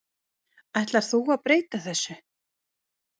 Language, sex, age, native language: Icelandic, female, 50-59, Icelandic